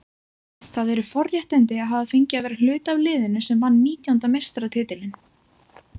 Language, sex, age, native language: Icelandic, female, 20-29, Icelandic